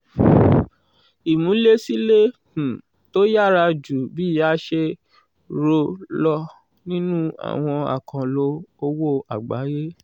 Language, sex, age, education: Yoruba, male, 15-29, tertiary